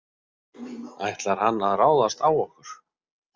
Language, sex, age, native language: Icelandic, male, 40-49, Icelandic